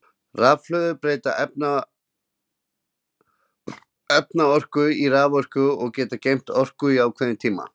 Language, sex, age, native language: Icelandic, male, 20-29, Icelandic